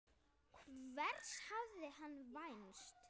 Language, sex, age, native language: Icelandic, female, 9, Icelandic